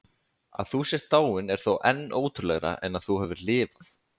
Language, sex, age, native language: Icelandic, male, 20-29, Icelandic